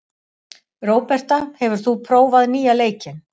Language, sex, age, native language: Icelandic, female, 60-69, Icelandic